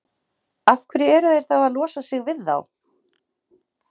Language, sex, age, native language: Icelandic, female, 30-39, Icelandic